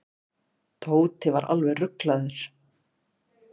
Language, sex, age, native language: Icelandic, female, 40-49, Icelandic